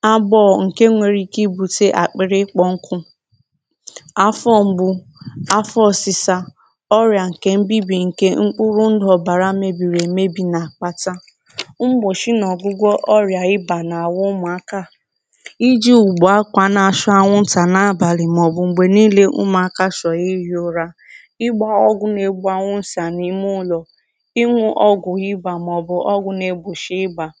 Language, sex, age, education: Igbo, female, 15-29, tertiary